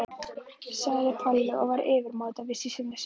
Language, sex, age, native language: Icelandic, female, 11, Icelandic